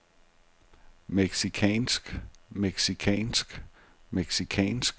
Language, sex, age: Danish, male, 42